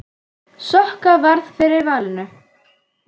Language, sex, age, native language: Icelandic, female, 9, Icelandic